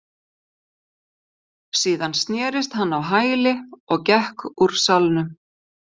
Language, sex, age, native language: Icelandic, female, 50-59, Icelandic